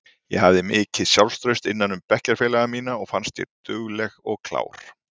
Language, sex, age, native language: Icelandic, male, 40-49, Icelandic